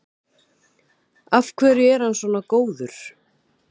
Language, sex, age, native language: Icelandic, female, 30-39, Icelandic